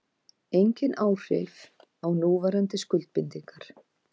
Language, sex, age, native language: Icelandic, female, 50-59, Icelandic